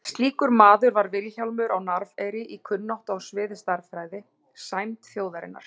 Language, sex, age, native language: Icelandic, female, 40-49, Icelandic